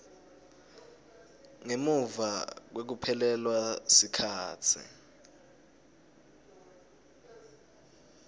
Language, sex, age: Swati, male, 20